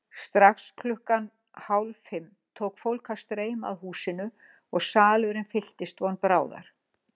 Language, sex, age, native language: Icelandic, female, 60-69, Icelandic